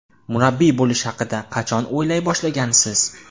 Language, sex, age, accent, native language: Uzbek, male, 18-24, Andijon, Uzbek